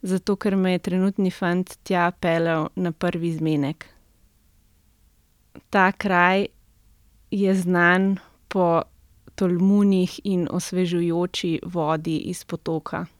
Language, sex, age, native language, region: Slovenian, female, 30-49, Slovenian, Central Slovenia